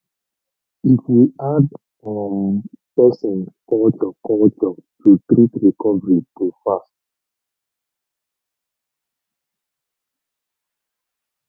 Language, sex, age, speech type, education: Nigerian Pidgin, male, 15-29, spontaneous, tertiary